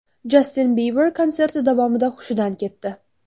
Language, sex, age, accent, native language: Uzbek, female, under 19, Toshkent viloyati, Uzbek